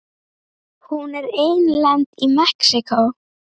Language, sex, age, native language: Icelandic, female, 9, Icelandic